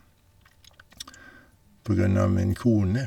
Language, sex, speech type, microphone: Norwegian, male, spontaneous, Shure